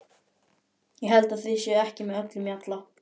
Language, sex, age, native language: Icelandic, male, 11, Icelandic